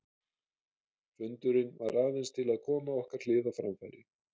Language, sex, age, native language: Icelandic, male, 30-39, Icelandic